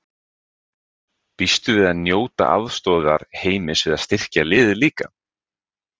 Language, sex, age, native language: Icelandic, male, 20-29, Icelandic